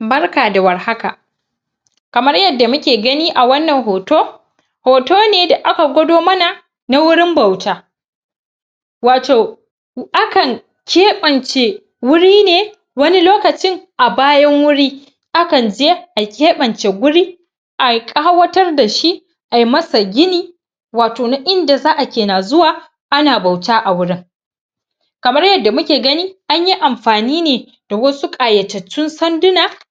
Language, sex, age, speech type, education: Hausa, female, 30-45, spontaneous, tertiary